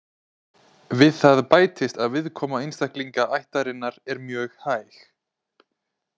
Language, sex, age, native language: Icelandic, male, 20-29, Icelandic